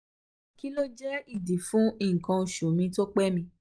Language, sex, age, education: Yoruba, female, 15-29, tertiary